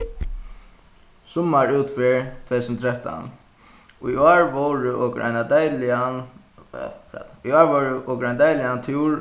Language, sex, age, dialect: Faroese, male, 15-35, Suðuroy